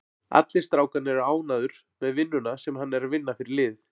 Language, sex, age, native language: Icelandic, male, 40-49, Icelandic